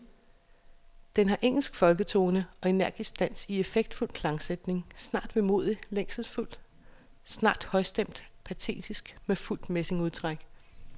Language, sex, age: Danish, female, 36